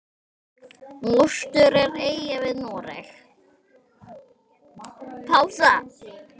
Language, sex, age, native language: Icelandic, female, 9, Icelandic